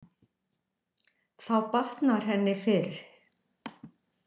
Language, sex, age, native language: Icelandic, female, 60-69, Icelandic